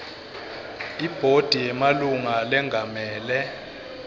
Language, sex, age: Swati, male, 22